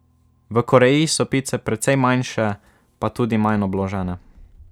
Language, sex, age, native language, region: Slovenian, male, 12-17, Slovenian, Savinja region